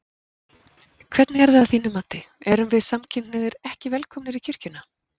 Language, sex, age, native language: Icelandic, female, 40-49, Icelandic